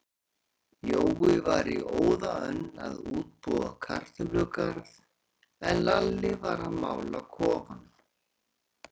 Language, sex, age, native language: Icelandic, male, 40-49, Icelandic